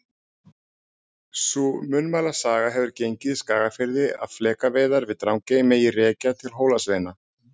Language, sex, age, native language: Icelandic, male, 40-49, Icelandic